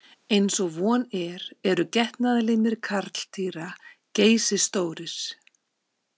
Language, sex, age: Icelandic, female, 50-59